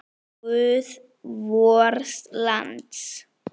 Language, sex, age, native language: Icelandic, female, 9, Icelandic